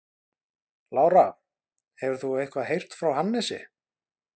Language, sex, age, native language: Icelandic, male, 20-29, Icelandic